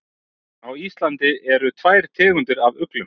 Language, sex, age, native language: Icelandic, male, 30-39, Icelandic